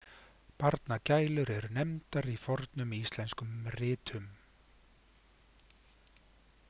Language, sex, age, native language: Icelandic, male, 50-59, Icelandic